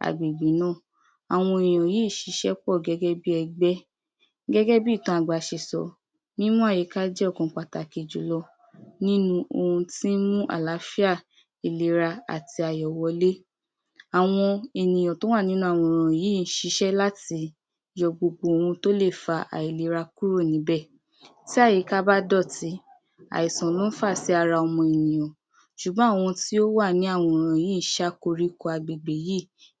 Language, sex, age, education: Yoruba, female, 46-60, tertiary